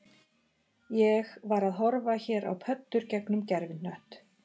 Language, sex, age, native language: Icelandic, female, 40-49, Icelandic